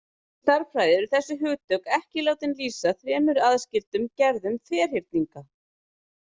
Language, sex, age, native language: Icelandic, female, 30-39, Icelandic